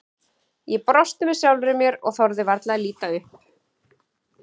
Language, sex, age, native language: Icelandic, female, 40-49, Icelandic